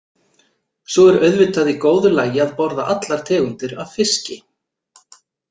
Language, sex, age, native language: Icelandic, male, 40-49, Icelandic